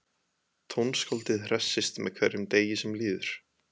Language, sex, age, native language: Icelandic, male, 20-29, Icelandic